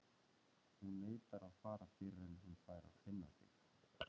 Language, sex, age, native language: Icelandic, male, 30-39, Icelandic